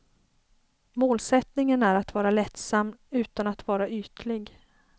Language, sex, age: Swedish, female, 33